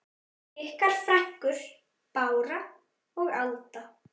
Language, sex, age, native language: Icelandic, male, 9, Icelandic